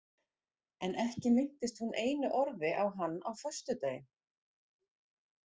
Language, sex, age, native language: Icelandic, female, 40-49, Icelandic